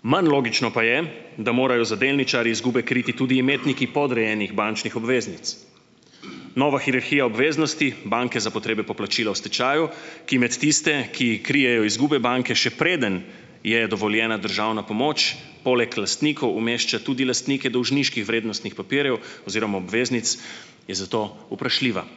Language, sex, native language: Slovenian, male, Slovenian